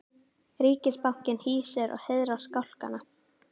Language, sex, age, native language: Icelandic, female, 18-19, Icelandic